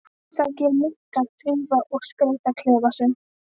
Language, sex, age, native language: Icelandic, female, 12, Icelandic